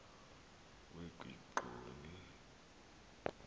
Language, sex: Xhosa, male